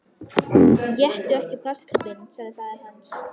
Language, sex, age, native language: Icelandic, female, 13, Icelandic